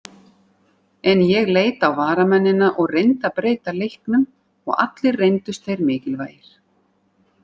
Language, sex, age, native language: Icelandic, female, 40-49, Icelandic